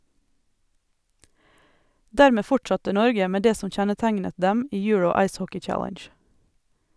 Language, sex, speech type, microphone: Norwegian, female, read, Sennheiser